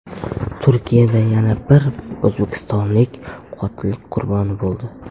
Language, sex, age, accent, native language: Uzbek, male, under 19, Samarqand, Uzbek